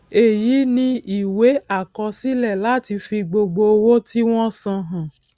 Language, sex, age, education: Yoruba, female, 46-60, tertiary